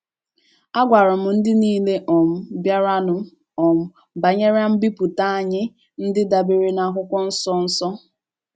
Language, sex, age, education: Igbo, female, 15-29, tertiary